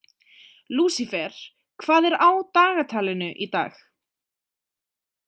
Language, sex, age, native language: Icelandic, female, 20-29, Icelandic